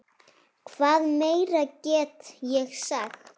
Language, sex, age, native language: Icelandic, female, 7, Icelandic